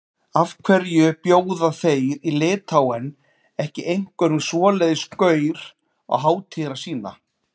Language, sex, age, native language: Icelandic, male, 40-49, Icelandic